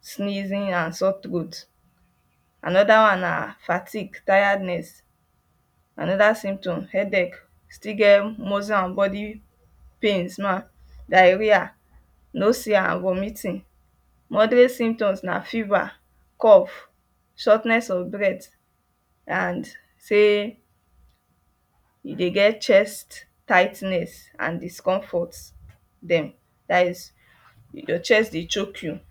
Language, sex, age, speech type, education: Nigerian Pidgin, female, 15-29, spontaneous, tertiary